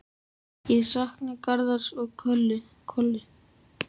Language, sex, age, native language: Icelandic, female, 7, Icelandic